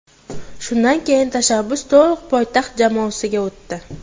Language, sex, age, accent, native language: Uzbek, female, 18-24, Toshkent viloyati, Uzbek